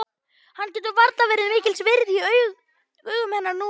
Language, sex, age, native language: Icelandic, male, 11, Icelandic